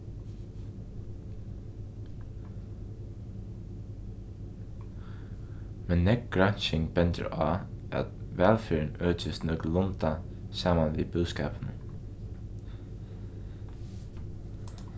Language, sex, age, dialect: Faroese, male, 15-35, Norðuroyggjar